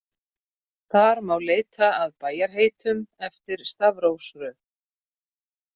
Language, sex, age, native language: Icelandic, female, 40-49, Icelandic